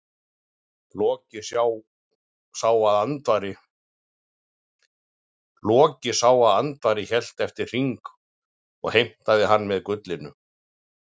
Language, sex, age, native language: Icelandic, male, 40-49, Icelandic